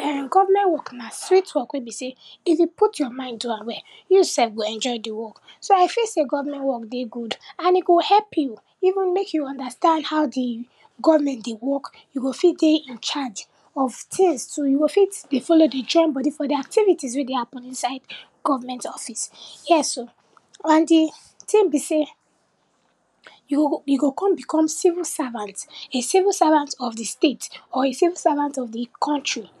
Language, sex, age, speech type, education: Nigerian Pidgin, female, 15-29, spontaneous, tertiary